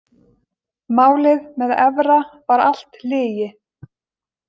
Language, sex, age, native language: Icelandic, female, 20-29, Icelandic